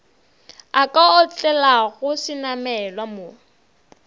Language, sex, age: Northern Sotho, female, 22